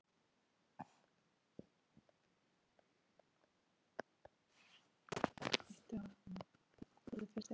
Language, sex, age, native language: Icelandic, female, 8, Icelandic